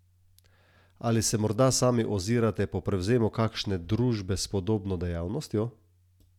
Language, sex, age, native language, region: Slovenian, male, 30-49, Slovenian, Southeast Slovenia